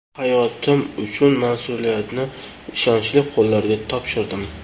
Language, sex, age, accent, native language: Uzbek, male, 25-34, Toshkent shahri, Uzbek